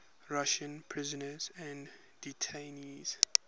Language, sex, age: English, male, 21